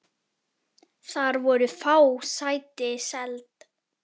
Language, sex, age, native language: Icelandic, female, 10, Icelandic